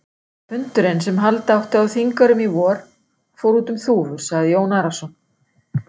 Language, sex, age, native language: Icelandic, female, 60-69, Icelandic